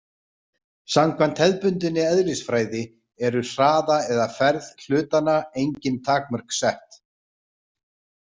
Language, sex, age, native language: Icelandic, male, 40-49, Icelandic